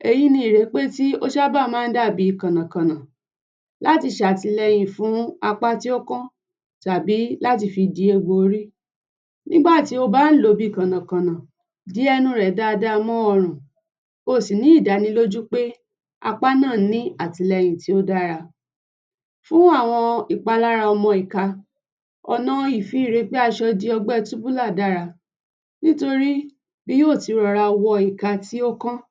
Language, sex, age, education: Yoruba, female, 30-45, tertiary